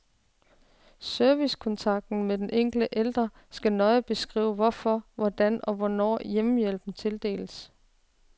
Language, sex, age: Danish, female, 36